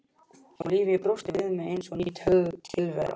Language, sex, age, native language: Icelandic, male, 12, Icelandic